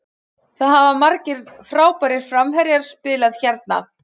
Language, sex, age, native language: Icelandic, female, 40-49, Icelandic